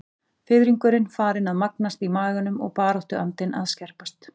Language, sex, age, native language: Icelandic, female, 40-49, Icelandic